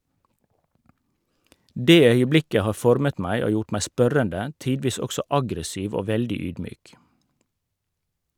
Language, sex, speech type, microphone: Norwegian, male, read, Shure